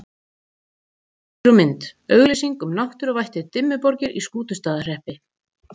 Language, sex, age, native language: Icelandic, female, 40-49, Icelandic